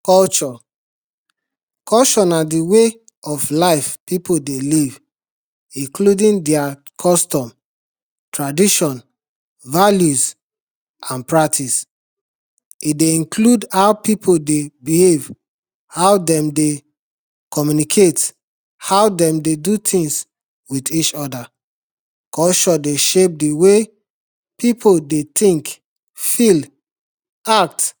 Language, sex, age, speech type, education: Nigerian Pidgin, male, 30-45, spontaneous, tertiary